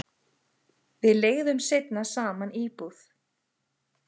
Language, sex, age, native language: Icelandic, female, 10, Icelandic